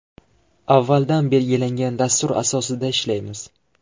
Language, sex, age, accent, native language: Uzbek, male, 12-17, Qashqadaryo, Uzbek